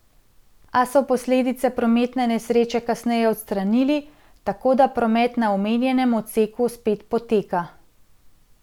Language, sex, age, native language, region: Slovenian, female, 30-49, Slovenian, Central Slovenia